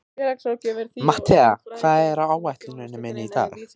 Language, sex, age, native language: Icelandic, male, 18-19, Icelandic